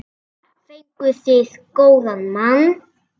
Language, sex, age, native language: Icelandic, female, 7, Icelandic